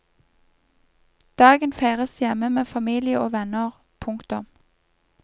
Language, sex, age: Norwegian, female, 31